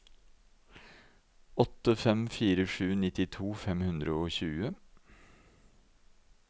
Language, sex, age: Norwegian, male, 52